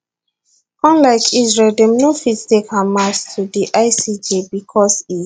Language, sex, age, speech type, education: Nigerian Pidgin, female, 15-29, spontaneous, tertiary